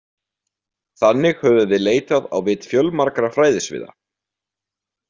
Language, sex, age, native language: Icelandic, male, 20-29, Icelandic